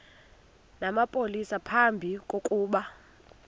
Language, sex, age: Xhosa, female, 21